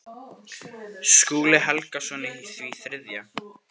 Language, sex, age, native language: Icelandic, male, 18-19, Icelandic